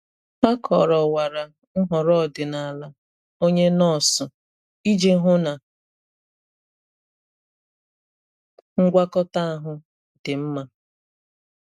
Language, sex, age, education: Igbo, female, 30-45, tertiary